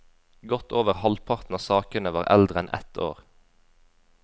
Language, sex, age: Norwegian, female, 20